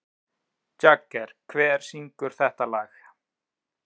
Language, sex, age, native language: Icelandic, male, 30-39, Icelandic